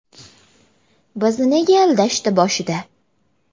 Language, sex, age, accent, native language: Uzbek, female, 18-24, Jizzax, Uzbek